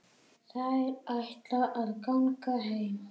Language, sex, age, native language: Icelandic, male, 8, Icelandic